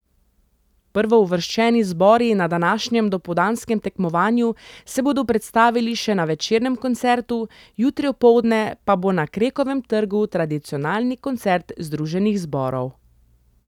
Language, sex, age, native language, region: Slovenian, female, 30-49, Slovenian, Central Slovenia